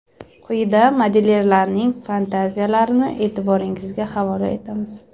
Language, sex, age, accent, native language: Uzbek, female, 18-24, Surxondaryo, Uzbek